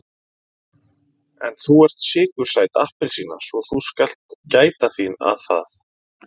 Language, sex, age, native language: Icelandic, male, 30-39, Icelandic